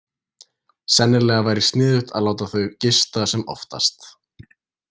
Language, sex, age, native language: Icelandic, male, 20-29, Icelandic